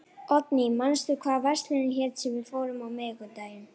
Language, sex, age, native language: Icelandic, female, 11, Icelandic